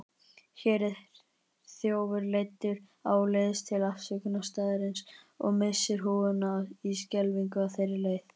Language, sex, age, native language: Icelandic, male, 20-29, Icelandic